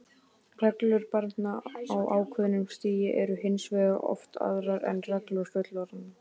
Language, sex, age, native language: Icelandic, male, 18-19, Icelandic